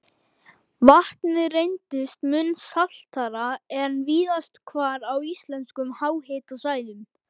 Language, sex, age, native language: Icelandic, male, 11, Icelandic